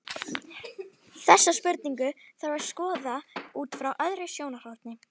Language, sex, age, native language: Icelandic, female, 12, Icelandic